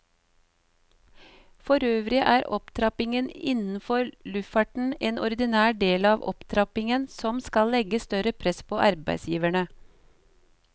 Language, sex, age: Norwegian, female, 38